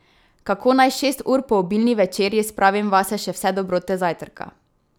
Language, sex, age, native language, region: Slovenian, female, 18-29, Slovenian, Drava region